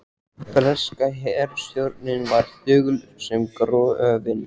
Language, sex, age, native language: Icelandic, male, 14, Icelandic